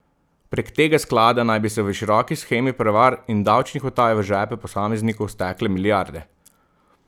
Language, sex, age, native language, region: Slovenian, male, 30-49, Slovenian, Southeast Slovenia